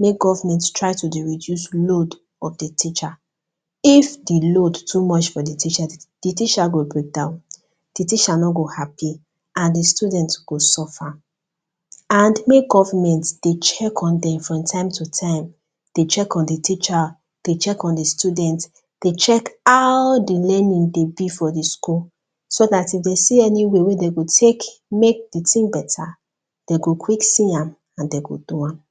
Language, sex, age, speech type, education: Nigerian Pidgin, female, 15-29, spontaneous, tertiary